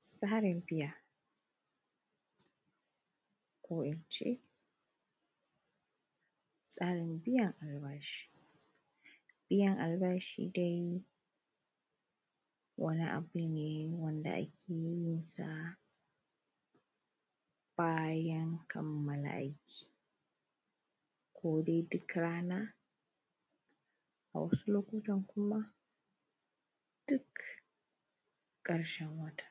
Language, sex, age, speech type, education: Hausa, female, 15-29, spontaneous, primary